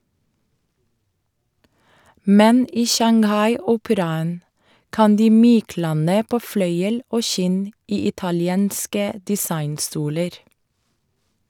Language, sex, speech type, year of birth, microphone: Norwegian, female, read, 1984, Shure